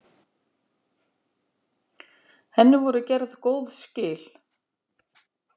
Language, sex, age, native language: Icelandic, female, 50-59, Icelandic